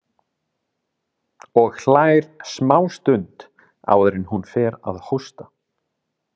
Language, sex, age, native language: Icelandic, male, 30-39, Icelandic